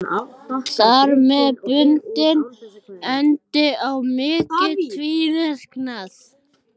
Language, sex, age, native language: Icelandic, other, 12, Icelandic